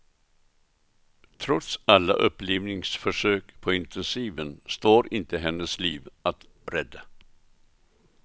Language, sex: Swedish, male